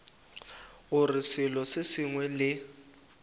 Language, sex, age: Northern Sotho, male, 19